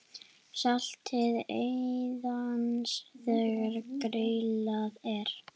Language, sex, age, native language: Icelandic, female, 9, Icelandic